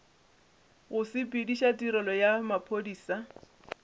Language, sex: Northern Sotho, female